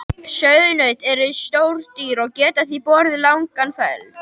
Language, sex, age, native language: Icelandic, male, 21, Icelandic